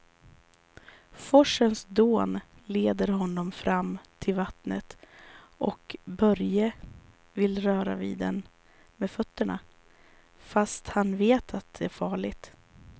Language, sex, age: Swedish, female, 34